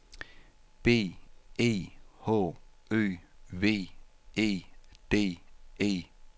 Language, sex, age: Danish, male, 48